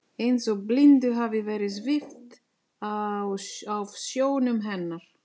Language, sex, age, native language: Icelandic, female, 40-49, Italian